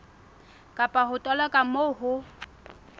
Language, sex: Southern Sotho, female